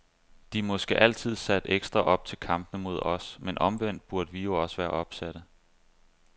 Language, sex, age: Danish, male, 25